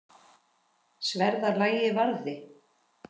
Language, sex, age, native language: Icelandic, female, 10, Icelandic